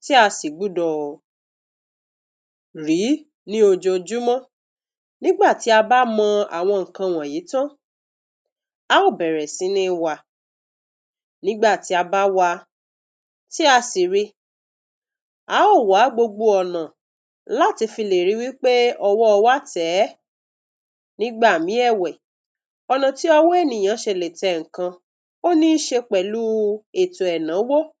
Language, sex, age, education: Yoruba, female, 46-60, tertiary